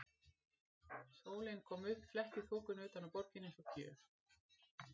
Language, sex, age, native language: Icelandic, female, 40-49, Icelandic